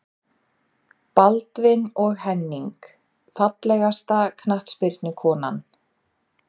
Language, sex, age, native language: Icelandic, female, 30-39, Icelandic